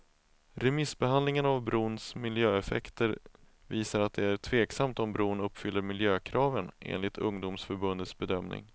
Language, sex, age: Swedish, male, 31